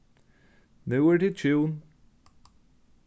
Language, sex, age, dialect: Faroese, male, 36-60, Norðurstreymoy/Eysturoy